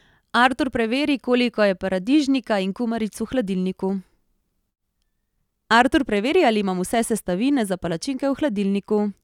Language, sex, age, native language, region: Slovenian, female, 30-49, Slovenian, Central Slovenia